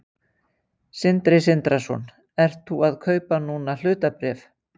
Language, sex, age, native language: Icelandic, female, 50-59, Icelandic